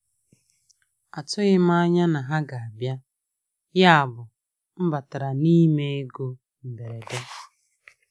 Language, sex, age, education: Igbo, male, 30-45, tertiary